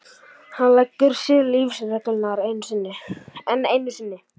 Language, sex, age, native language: Icelandic, male, 11, Icelandic